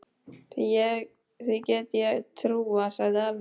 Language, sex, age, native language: Icelandic, male, 12, Icelandic